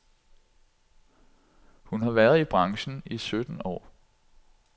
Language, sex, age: Danish, male, 46